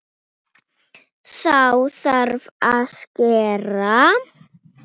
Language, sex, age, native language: Icelandic, female, 9, Icelandic